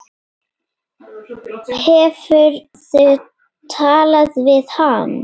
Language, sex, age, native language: Icelandic, female, 8, Icelandic